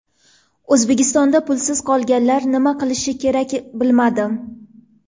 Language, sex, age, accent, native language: Uzbek, female, 18-24, Toshkent viloyati, Uzbek